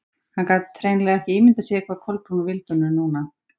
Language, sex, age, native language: Icelandic, female, 40-49, Icelandic